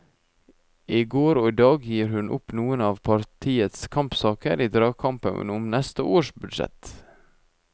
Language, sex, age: Norwegian, male, 24